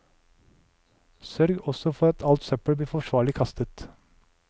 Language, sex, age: Norwegian, male, 37